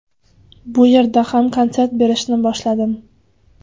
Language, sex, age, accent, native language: Uzbek, female, 25-34, Qashqadaryo, Uzbek